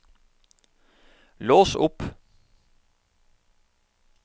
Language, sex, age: Norwegian, male, 31